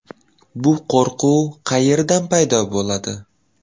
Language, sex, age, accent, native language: Uzbek, male, 12-17, Toshkent viloyati, Uzbek